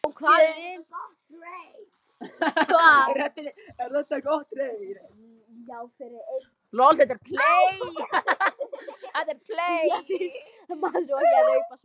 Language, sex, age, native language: Icelandic, female, 18-19, Lithuanian